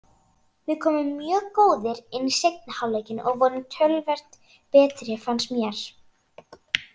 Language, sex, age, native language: Icelandic, female, 40-49, Icelandic